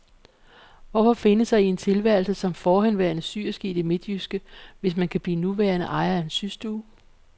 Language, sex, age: Danish, female, 48